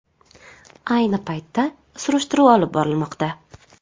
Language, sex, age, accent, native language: Uzbek, female, 25-34, Namangan, Uzbek